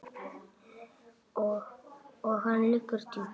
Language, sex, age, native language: Icelandic, male, 8, Icelandic